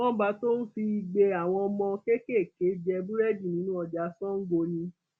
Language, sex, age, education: Yoruba, female, 15-29, tertiary